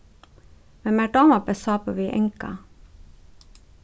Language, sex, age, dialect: Faroese, female, 36-60, Suðurstreymoy